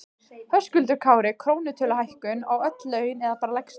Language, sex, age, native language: Icelandic, female, 15, Icelandic